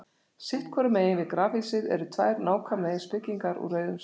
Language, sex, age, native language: Icelandic, female, 60-69, Icelandic